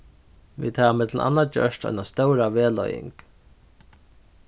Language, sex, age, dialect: Faroese, male, 15-35, Norðurstreymoy/Eysturoy